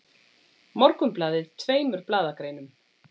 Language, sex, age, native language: Icelandic, female, 40-49, Icelandic